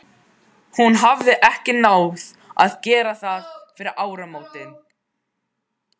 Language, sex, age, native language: Icelandic, male, 12, Icelandic